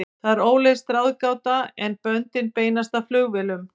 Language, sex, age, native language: Icelandic, female, 50-59, Icelandic